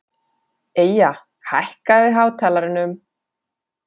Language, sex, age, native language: Icelandic, female, 40-49, Finnish